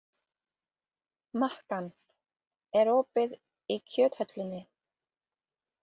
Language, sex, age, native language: Icelandic, female, 30-39, English